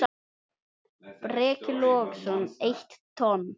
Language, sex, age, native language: Icelandic, male, 7, Icelandic